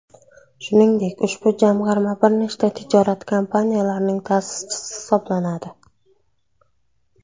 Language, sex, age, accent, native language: Uzbek, female, 19-29, Surxondaryo, Uzbek